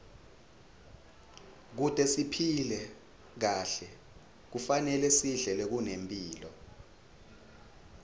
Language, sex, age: Swati, male, 21